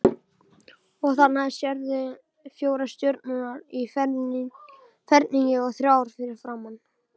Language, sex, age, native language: Icelandic, male, 18-19, Icelandic